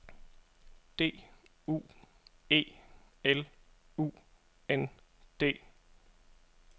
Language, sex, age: Danish, male, 27